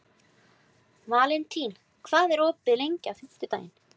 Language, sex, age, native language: Icelandic, female, 20-29, Icelandic